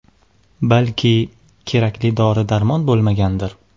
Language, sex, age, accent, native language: Uzbek, male, 19-29, Toshkent shahri, Uzbek